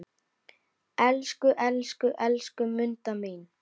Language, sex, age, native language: Icelandic, male, 9, Icelandic